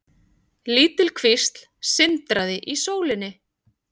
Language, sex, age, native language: Icelandic, female, 40-49, Icelandic